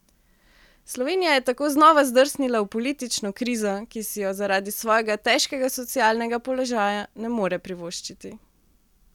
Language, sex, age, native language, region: Slovenian, female, 18-29, Slovenian, Central Slovenia